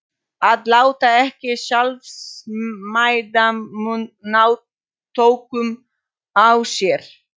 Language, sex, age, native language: Icelandic, female, 40-49, Polish